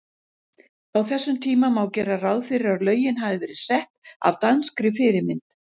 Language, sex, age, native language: Icelandic, female, 60-69, Icelandic